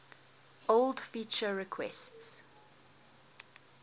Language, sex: English, female